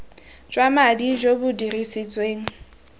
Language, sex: Tswana, female